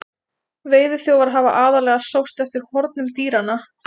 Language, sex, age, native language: Icelandic, female, 20-29, Icelandic